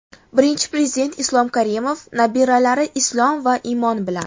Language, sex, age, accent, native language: Uzbek, female, 19-29, Farg'ona, Uzbek